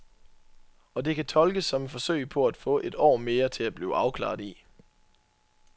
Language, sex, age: Danish, male, 24